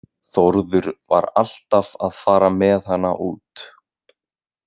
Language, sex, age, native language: Icelandic, male, 20-29, Icelandic